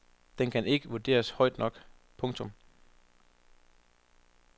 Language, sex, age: Danish, male, 25